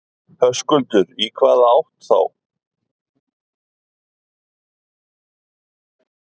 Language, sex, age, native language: Icelandic, male, 50-59, Icelandic